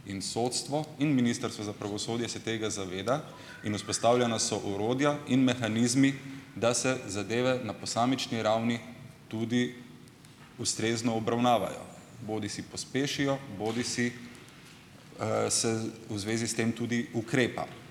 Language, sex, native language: Slovenian, male, Slovenian